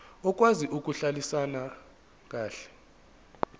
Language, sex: Zulu, male